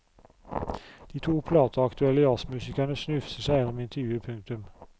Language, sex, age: Norwegian, male, 44